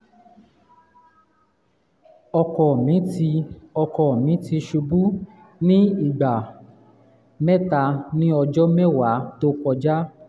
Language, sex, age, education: Yoruba, male, 15-29, tertiary